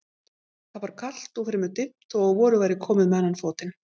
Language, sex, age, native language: Icelandic, female, 50-59, Icelandic